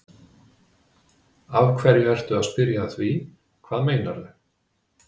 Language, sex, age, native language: Icelandic, male, 50-59, Icelandic